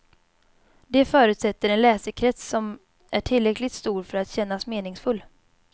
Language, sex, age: Swedish, female, 22